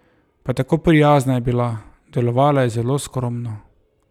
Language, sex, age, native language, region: Slovenian, male, 30-49, Slovenian, Drava region